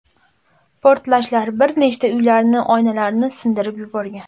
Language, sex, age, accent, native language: Uzbek, female, 18-24, Andijon, Uzbek